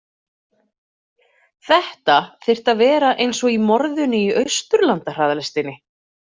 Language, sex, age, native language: Icelandic, female, 40-49, Icelandic